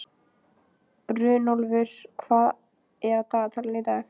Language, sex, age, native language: Icelandic, female, 15, Icelandic